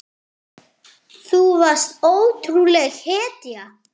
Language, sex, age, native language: Icelandic, male, 8, French